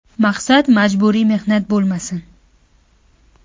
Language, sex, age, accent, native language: Uzbek, female, 18-24, Farg'ona, Uzbek